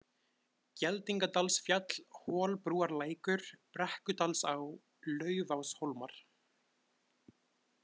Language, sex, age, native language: Icelandic, male, 20-29, Icelandic